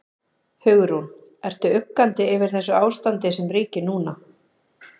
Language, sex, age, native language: Icelandic, female, 30-39, Icelandic